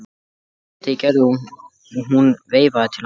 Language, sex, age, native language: Icelandic, male, 14, Icelandic